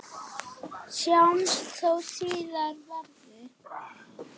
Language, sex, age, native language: Icelandic, female, 9, Icelandic